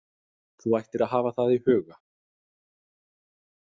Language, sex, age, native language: Icelandic, male, 30-39, Danish